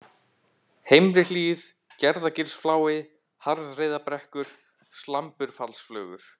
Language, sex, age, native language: Icelandic, male, 18-19, Icelandic